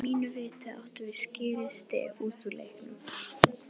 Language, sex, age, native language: Icelandic, female, 18-19, Icelandic